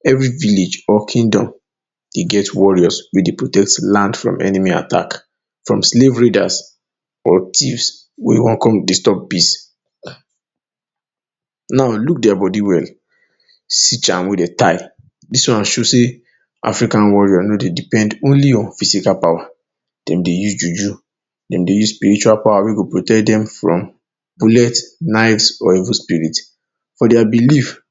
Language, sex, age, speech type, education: Nigerian Pidgin, male, 30-45, spontaneous, tertiary